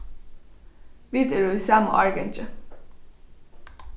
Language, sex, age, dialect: Faroese, female, 15-35, Norðurstreymoy/Eysturoy